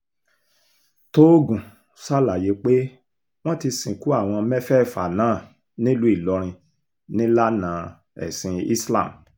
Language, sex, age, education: Yoruba, male, 46-60, tertiary